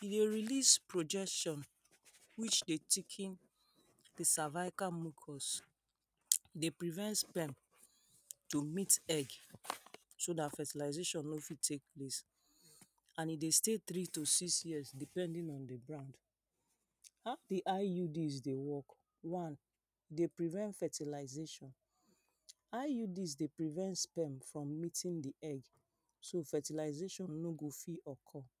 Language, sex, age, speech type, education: Nigerian Pidgin, female, 30-45, spontaneous, secondary